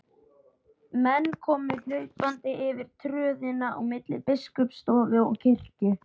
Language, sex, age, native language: Icelandic, male, 11, Icelandic